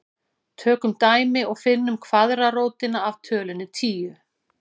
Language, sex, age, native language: Icelandic, female, 40-49, Icelandic